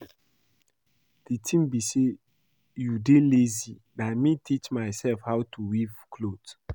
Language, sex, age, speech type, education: Nigerian Pidgin, male, 15-29, read, primary